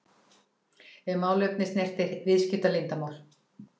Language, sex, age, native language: Icelandic, female, 60-69, Icelandic